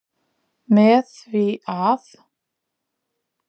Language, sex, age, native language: Icelandic, female, 40-49, Icelandic